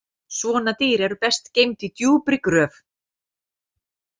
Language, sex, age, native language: Icelandic, female, 40-49, Icelandic